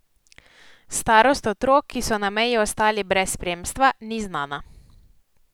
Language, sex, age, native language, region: Slovenian, female, 18-29, Slovenian, Posavska region